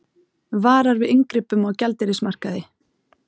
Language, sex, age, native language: Icelandic, female, 30-39, Icelandic